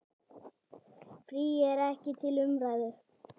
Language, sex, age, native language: Icelandic, male, 10, Icelandic